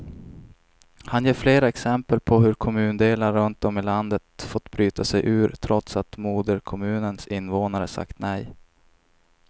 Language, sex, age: Swedish, male, 26